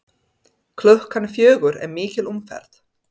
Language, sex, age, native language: Icelandic, female, 30-39, Serbo-Croatian